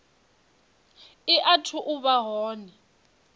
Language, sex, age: Venda, female, 23